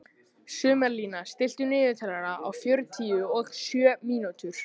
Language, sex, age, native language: Icelandic, male, 14, Icelandic